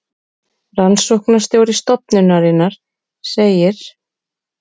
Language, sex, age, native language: Icelandic, female, 30-39, Icelandic